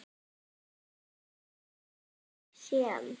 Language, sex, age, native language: Icelandic, male, 30-39, Icelandic